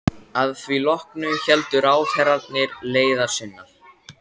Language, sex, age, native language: Icelandic, male, 14, Icelandic